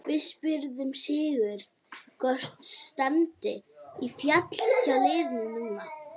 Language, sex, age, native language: Icelandic, female, 18-19, Icelandic